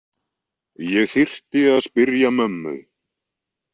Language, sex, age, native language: Icelandic, male, 20-29, Icelandic